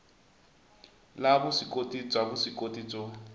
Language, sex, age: Tsonga, male, 20